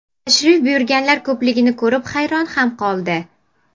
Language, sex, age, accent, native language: Uzbek, female, 12-17, Sirdaryo, Uzbek